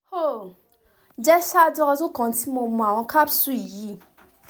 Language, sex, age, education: Yoruba, female, 15-29, tertiary